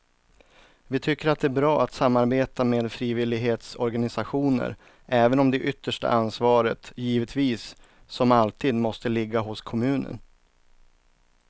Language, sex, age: Swedish, male, 39